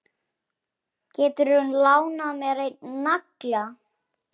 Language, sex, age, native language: Icelandic, male, 7, Icelandic